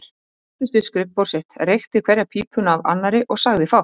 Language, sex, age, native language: Icelandic, male, 30-39, Icelandic